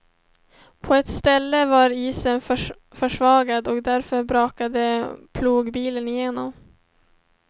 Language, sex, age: Swedish, female, 17